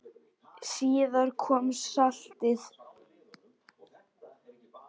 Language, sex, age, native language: Icelandic, male, 10, Icelandic